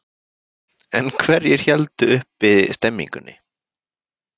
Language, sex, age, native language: Icelandic, male, 20-29, Icelandic